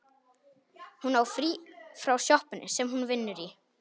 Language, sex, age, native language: Icelandic, male, 18-19, Polish